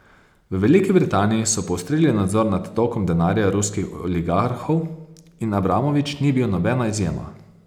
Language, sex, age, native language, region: Slovenian, male, 30-49, Slovenian, Posavska region